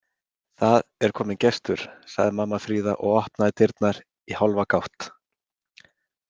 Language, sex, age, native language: Icelandic, male, 40-49, Icelandic